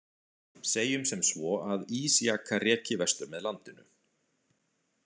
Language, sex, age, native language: Icelandic, male, 40-49, Icelandic